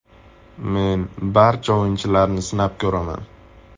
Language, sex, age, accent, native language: Uzbek, male, 18-24, Andijon, Uzbek